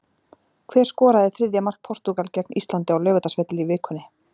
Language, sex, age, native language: Icelandic, female, 40-49, Icelandic